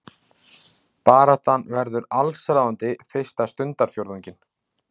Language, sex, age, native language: Icelandic, male, 40-49, Icelandic